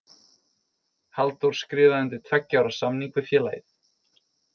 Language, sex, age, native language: Icelandic, male, 20-29, Icelandic